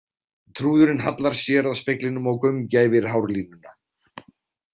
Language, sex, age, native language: Icelandic, male, 40-49, Icelandic